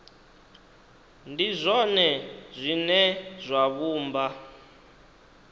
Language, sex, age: Venda, male, 19